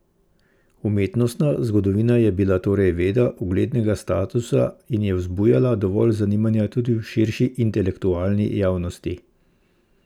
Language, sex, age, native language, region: Slovenian, male, 50-59, Slovenian, Central Slovenia